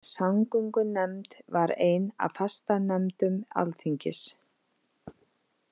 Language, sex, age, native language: Icelandic, female, 50-59, Icelandic